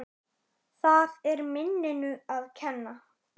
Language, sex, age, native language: Icelandic, male, 9, Icelandic